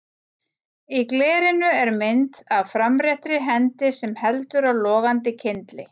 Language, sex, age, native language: Icelandic, female, 40-49, Icelandic